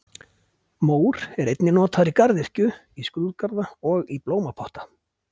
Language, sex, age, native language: Icelandic, male, 50-59, Icelandic